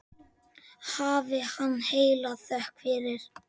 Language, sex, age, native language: Icelandic, male, 10, Icelandic